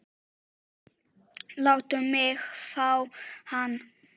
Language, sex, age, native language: Icelandic, female, 7, Czech